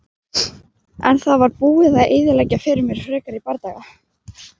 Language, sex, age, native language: Icelandic, female, 12, Icelandic